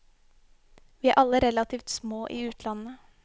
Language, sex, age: Norwegian, female, 21